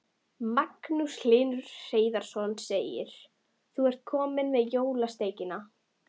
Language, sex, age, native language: Icelandic, female, 11, Icelandic